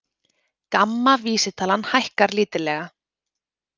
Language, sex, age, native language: Icelandic, female, 30-39, Icelandic